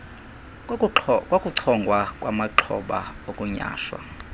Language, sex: Xhosa, male